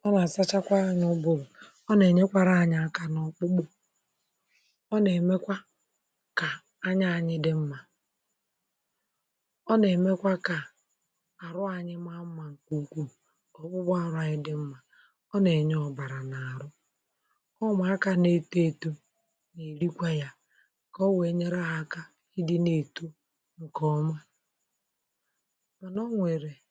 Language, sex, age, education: Igbo, female, 30-45, tertiary